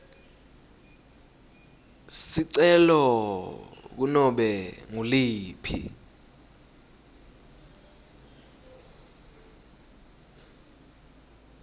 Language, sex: Swati, male